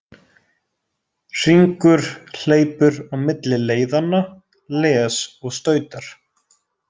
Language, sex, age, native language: Icelandic, male, 20-29, Icelandic